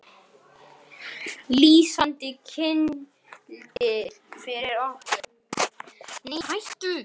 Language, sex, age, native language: Icelandic, female, 10, Icelandic